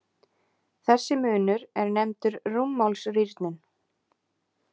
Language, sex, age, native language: Icelandic, female, 20-29, Icelandic